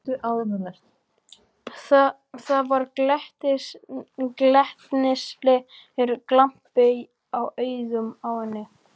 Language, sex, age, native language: Icelandic, male, 12, Icelandic